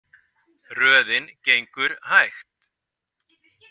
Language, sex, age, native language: Icelandic, male, 50-59, Icelandic